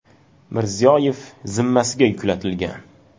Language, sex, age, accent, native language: Uzbek, male, 19-29, Farg'ona, Uzbek